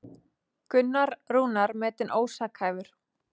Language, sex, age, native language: Icelandic, female, 30-39, Icelandic